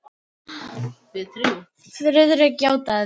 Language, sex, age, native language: Icelandic, female, 8, Filipino